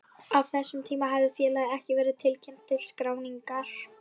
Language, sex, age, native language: Icelandic, female, 11, Icelandic